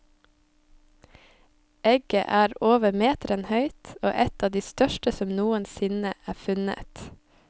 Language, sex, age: Norwegian, female, 25